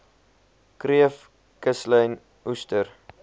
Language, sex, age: Afrikaans, male, 21